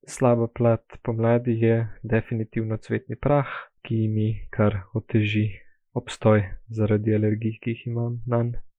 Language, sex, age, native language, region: Slovenian, male, 18-29, Slovenian, Gorica region